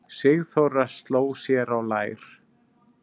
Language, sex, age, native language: Icelandic, male, 10, Icelandic